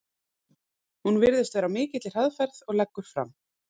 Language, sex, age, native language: Icelandic, female, 40-49, Icelandic